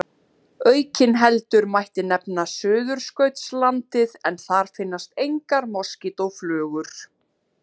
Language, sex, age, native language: Icelandic, female, 30-39, Icelandic